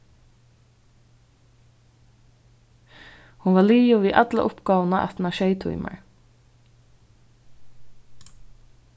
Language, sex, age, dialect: Faroese, female, 36-60, Vágar